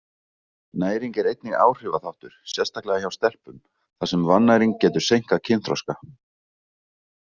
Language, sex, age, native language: Icelandic, male, 20-29, Icelandic